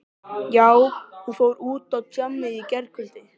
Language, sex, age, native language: Icelandic, male, 13, Icelandic